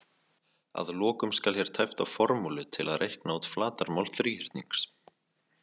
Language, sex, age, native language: Icelandic, male, 20-29, Icelandic